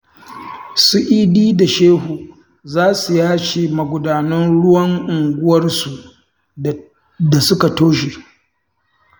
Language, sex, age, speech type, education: Hausa, male, 60+, read, tertiary